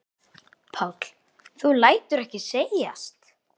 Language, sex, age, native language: Icelandic, male, 8, Icelandic